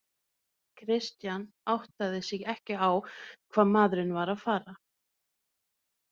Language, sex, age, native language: Icelandic, female, 30-39, Norwegian